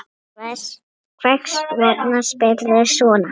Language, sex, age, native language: Icelandic, other, 6, Icelandic